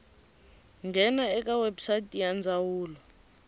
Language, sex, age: Tsonga, female, 19